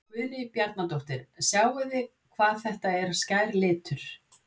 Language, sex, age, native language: Icelandic, female, 60-69, Icelandic